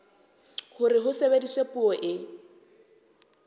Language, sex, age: Southern Sotho, female, 23